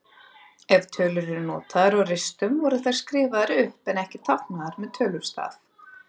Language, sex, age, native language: Icelandic, female, 30-39, Icelandic